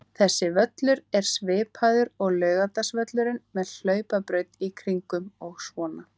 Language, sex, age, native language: Icelandic, female, 18-19, Icelandic